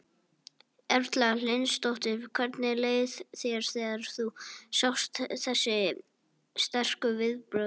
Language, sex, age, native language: Icelandic, male, 18-19, Icelandic